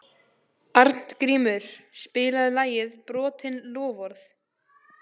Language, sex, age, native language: Icelandic, female, 14, Icelandic